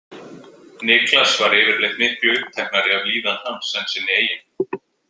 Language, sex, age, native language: Icelandic, male, 20-29, Icelandic